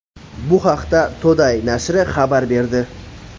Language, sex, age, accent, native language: Uzbek, male, 18-24, Toshkent shahri, Uzbek